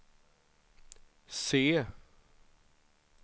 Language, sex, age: Swedish, male, 23